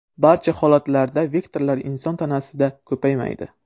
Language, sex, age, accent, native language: Uzbek, male, 12-17, Surxondaryo, Uzbek